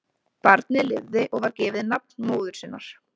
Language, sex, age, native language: Icelandic, female, 20-29, Icelandic